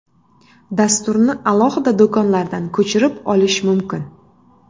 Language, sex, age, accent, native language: Uzbek, female, 25-34, Namangan, Uzbek